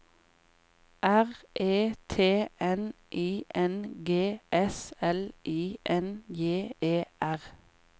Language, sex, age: Norwegian, female, 28